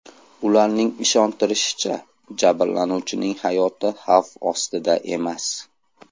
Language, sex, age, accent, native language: Uzbek, male, 18-24, Andijon, Uzbek